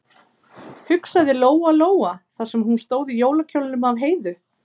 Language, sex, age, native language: Icelandic, female, 30-39, Icelandic